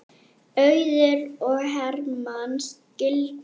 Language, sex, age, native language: Icelandic, female, 8, Icelandic